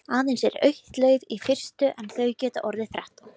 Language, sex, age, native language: Icelandic, female, 20-29, Icelandic